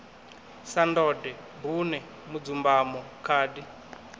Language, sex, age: Venda, male, 21